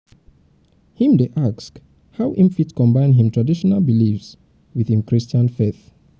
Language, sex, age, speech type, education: Nigerian Pidgin, male, 30-45, spontaneous, tertiary